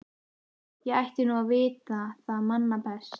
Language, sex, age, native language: Icelandic, female, 14, Icelandic